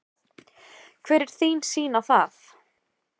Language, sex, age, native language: Icelandic, female, 20-29, Icelandic